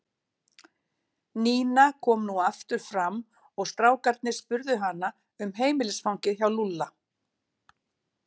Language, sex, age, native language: Icelandic, female, 60-69, Icelandic